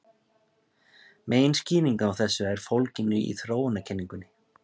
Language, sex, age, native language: Icelandic, male, 30-39, Icelandic